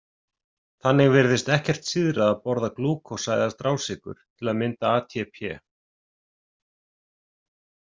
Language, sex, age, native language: Icelandic, male, 40-49, Icelandic